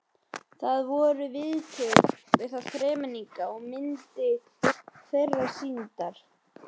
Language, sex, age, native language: Icelandic, male, 11, Icelandic